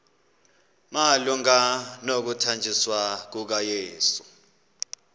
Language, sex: Xhosa, male